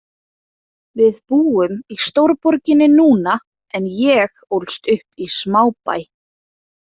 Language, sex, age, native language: Icelandic, female, 20-29, Icelandic